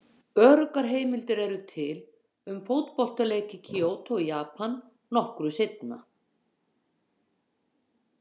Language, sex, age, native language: Icelandic, female, 50-59, Icelandic